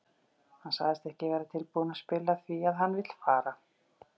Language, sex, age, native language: Icelandic, female, 40-49, Icelandic